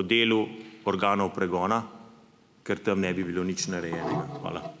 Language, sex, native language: Slovenian, male, Slovenian